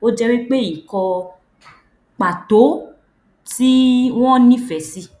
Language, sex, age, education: Yoruba, female, 15-29, tertiary